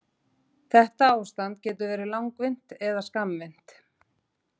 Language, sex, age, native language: Icelandic, female, 40-49, Icelandic